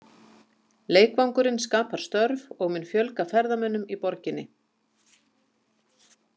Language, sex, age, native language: Icelandic, female, 50-59, Icelandic